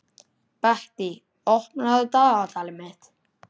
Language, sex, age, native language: Icelandic, male, 11, Icelandic